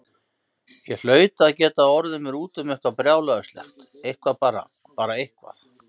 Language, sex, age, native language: Icelandic, male, 50-59, Icelandic